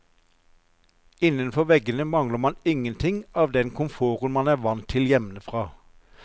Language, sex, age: Norwegian, male, 54